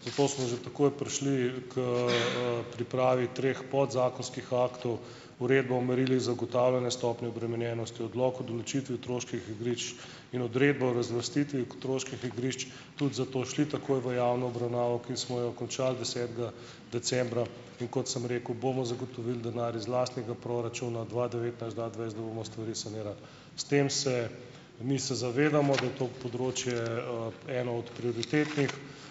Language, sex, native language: Slovenian, male, Slovenian